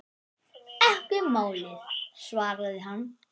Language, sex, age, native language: Icelandic, male, 10, Icelandic